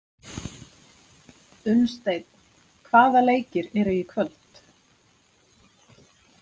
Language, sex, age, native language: Icelandic, female, 40-49, Icelandic